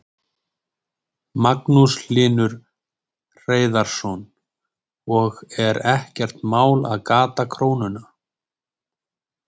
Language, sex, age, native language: Icelandic, male, 20-29, Icelandic